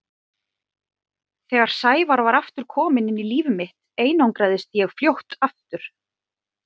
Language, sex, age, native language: Icelandic, female, 40-49, Icelandic